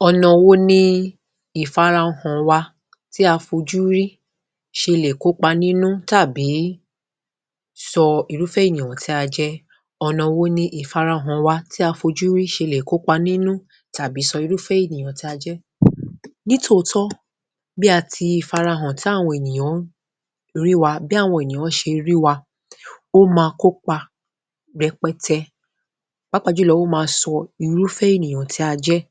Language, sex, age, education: Yoruba, female, 30-45, tertiary